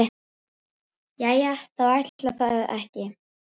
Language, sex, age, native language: Icelandic, female, 18-19, Icelandic